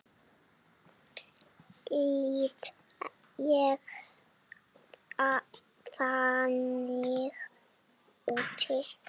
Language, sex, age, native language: Icelandic, male, 7, Icelandic